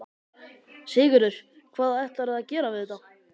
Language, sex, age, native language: Icelandic, male, 12, Icelandic